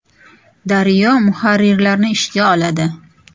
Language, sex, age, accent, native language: Uzbek, female, 35+, Toshkent shahri, Uzbek